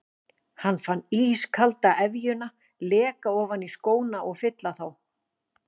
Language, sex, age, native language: Icelandic, female, 40-49, Icelandic